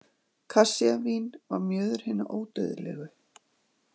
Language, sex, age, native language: Icelandic, female, 40-49, Icelandic